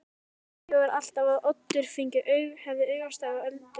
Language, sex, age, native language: Icelandic, female, 13, Icelandic